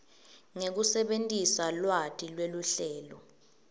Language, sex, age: Swati, female, 18